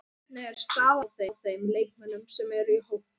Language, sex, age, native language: Icelandic, male, 13, Icelandic